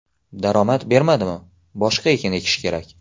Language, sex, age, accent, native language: Uzbek, male, 18-24, Xorazm, Uzbek